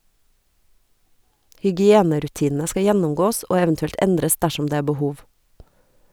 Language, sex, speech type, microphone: Norwegian, female, read, Sennheiser